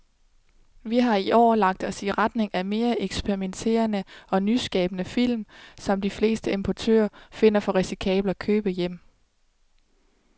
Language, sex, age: Danish, female, 27